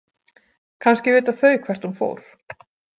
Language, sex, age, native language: Icelandic, female, 40-49, Icelandic